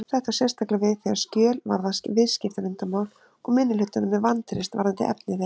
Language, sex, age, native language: Icelandic, female, 30-39, Icelandic